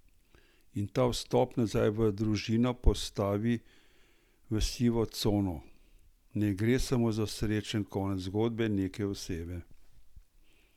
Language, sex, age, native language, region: Slovenian, male, 60+, Slovenian, Central Slovenia